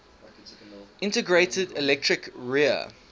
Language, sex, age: English, male, 19